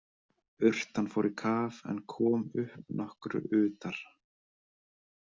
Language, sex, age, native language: Icelandic, male, 30-39, Icelandic